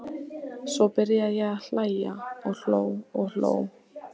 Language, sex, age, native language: Icelandic, female, 14, Icelandic